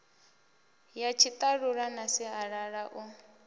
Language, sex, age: Venda, female, 24